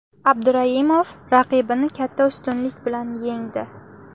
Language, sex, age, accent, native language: Uzbek, female, 18-24, Samarqand, Uzbek